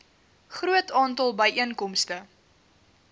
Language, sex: Afrikaans, female